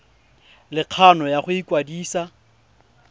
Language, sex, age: Tswana, male, 20